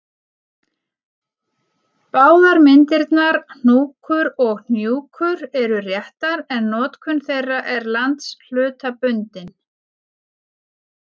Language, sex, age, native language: Icelandic, female, 40-49, Icelandic